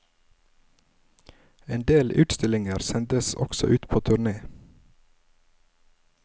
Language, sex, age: Norwegian, male, 27